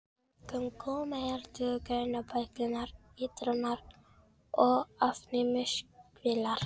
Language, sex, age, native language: Icelandic, female, 13, Filipino